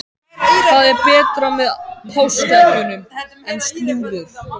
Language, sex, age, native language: Icelandic, male, 14, Icelandic